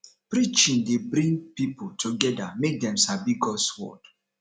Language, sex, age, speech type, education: Nigerian Pidgin, male, 30-45, spontaneous, tertiary